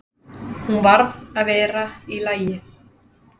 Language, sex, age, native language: Icelandic, female, 30-39, Icelandic